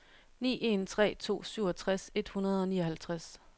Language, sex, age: Danish, female, 31